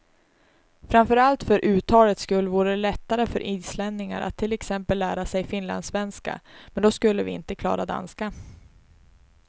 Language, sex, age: Swedish, female, 19